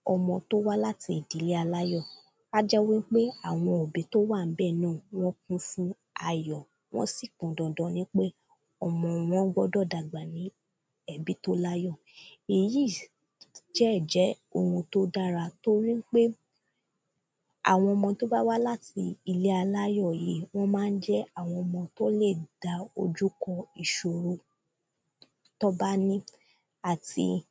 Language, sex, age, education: Yoruba, female, 15-29, primary